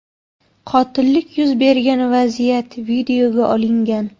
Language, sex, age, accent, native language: Uzbek, female, 18-24, Samarqand, Uzbek